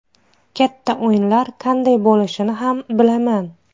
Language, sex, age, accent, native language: Uzbek, female, 30-39, Xorazm, Uzbek